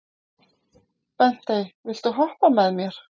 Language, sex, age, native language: Icelandic, female, 40-49, Icelandic